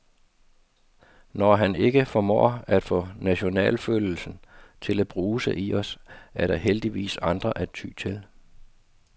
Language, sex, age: Danish, male, 52